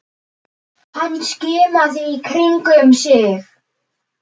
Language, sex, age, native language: Icelandic, male, 10, Icelandic